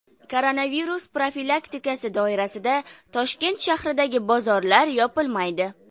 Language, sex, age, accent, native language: Uzbek, female, 19-29, Farg'ona, Uzbek